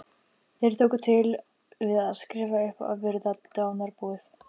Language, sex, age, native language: Icelandic, female, 15, Icelandic